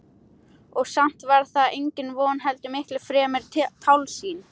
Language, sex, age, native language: Icelandic, female, 13, Icelandic